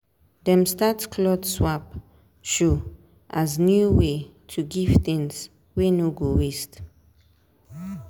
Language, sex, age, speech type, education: Nigerian Pidgin, female, 15-29, spontaneous, tertiary